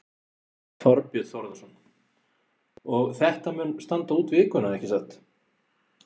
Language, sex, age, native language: Icelandic, male, 40-49, Icelandic